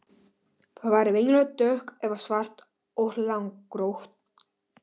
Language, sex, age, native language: Icelandic, male, 11, Polish